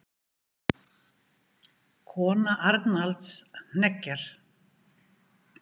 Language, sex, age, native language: Icelandic, female, 50-59, Icelandic